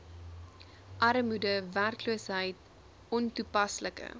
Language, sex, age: Afrikaans, female, 20